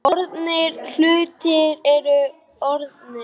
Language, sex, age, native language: Icelandic, female, 9, Icelandic